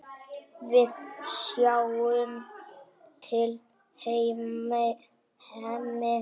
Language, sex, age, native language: Icelandic, male, 7, Icelandic